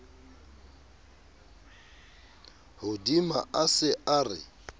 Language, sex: Southern Sotho, male